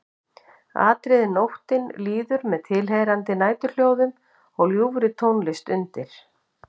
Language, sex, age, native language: Icelandic, female, 50-59, Icelandic